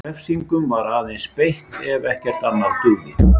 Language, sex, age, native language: Icelandic, male, 50-59, Icelandic